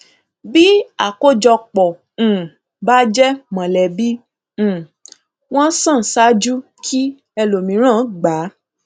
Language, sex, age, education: Yoruba, female, 15-29, tertiary